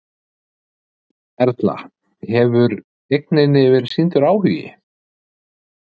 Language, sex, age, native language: Icelandic, male, 50-59, Icelandic